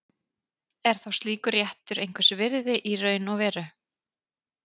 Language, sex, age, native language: Icelandic, female, 30-39, Icelandic